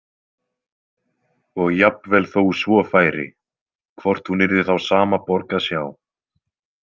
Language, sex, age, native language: Icelandic, male, 20-29, Icelandic